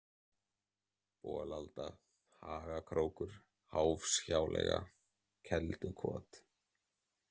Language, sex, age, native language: Icelandic, male, 30-39, Icelandic